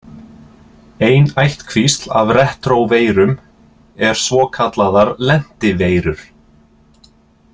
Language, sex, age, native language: Icelandic, male, 30-39, Icelandic